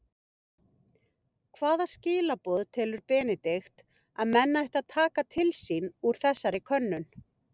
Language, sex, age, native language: Icelandic, female, 50-59, Icelandic